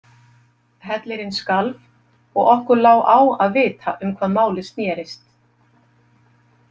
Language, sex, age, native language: Icelandic, female, 50-59, Icelandic